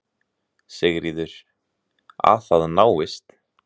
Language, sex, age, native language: Icelandic, male, 18-19, Icelandic